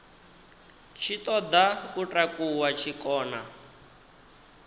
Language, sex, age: Venda, male, 19